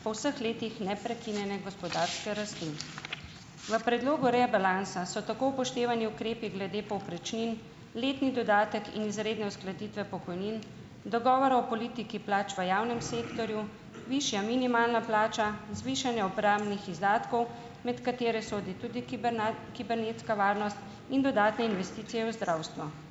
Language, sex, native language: Slovenian, female, Slovenian